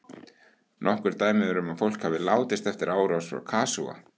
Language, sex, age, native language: Icelandic, male, 18-19, Icelandic